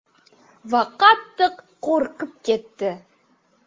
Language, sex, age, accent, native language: Uzbek, female, 25-34, Navoiy, Uzbek